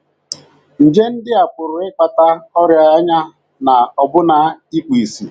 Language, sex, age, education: Igbo, male, 46-60, tertiary